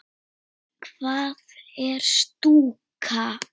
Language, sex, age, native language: Icelandic, female, 7, Icelandic